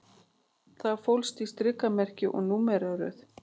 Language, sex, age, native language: Icelandic, female, 40-49, Icelandic